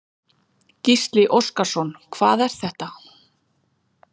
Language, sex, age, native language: Icelandic, female, 40-49, Icelandic